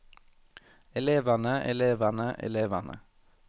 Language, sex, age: Norwegian, male, 21